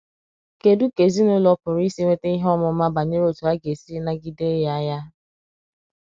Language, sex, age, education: Igbo, female, 15-29, secondary